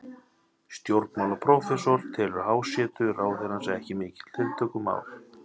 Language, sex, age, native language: Icelandic, male, 30-39, Icelandic